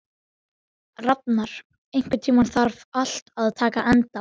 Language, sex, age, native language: Icelandic, male, 12, Icelandic